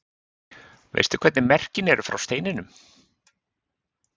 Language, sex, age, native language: Icelandic, male, 50-59, Icelandic